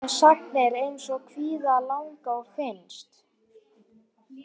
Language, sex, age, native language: Icelandic, male, 18-19, Icelandic